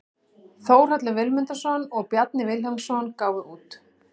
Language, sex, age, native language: Icelandic, female, 40-49, Icelandic